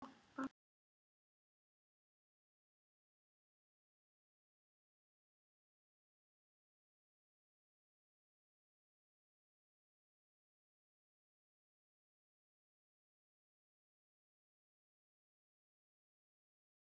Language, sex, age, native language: Icelandic, female, 15, Icelandic